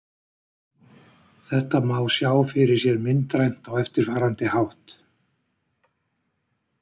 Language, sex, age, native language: Icelandic, male, 60-69, Icelandic